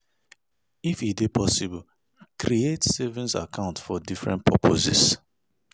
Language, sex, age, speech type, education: Nigerian Pidgin, male, 30-45, spontaneous, tertiary